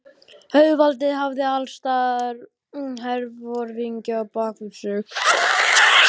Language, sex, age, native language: Icelandic, male, 12, Icelandic